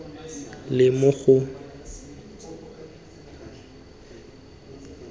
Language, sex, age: Tswana, male, 20